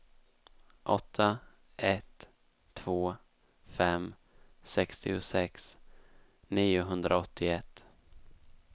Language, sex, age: Swedish, male, 19